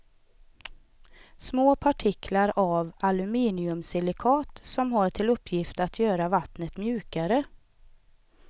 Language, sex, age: Swedish, female, 38